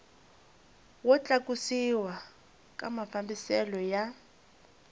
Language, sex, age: Tsonga, female, 20